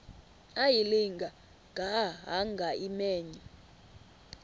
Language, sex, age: Xhosa, female, 24